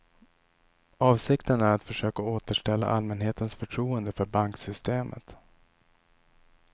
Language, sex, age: Swedish, male, 27